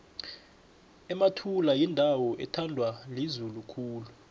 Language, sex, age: South Ndebele, male, 21